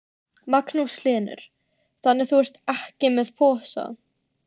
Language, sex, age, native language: Icelandic, female, 13, Icelandic